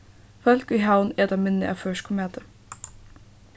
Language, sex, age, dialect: Faroese, female, 15-35, Suðurstreymoy